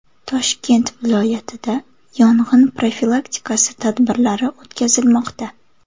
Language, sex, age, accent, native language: Uzbek, female, 18-24, Samarqand, Uzbek